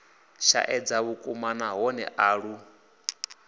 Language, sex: Venda, male